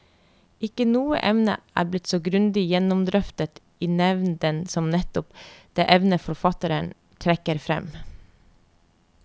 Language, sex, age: Norwegian, female, 30